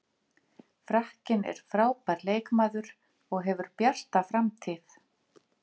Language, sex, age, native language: Icelandic, female, 50-59, Icelandic